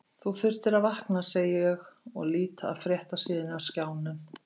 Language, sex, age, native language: Icelandic, female, 50-59, Icelandic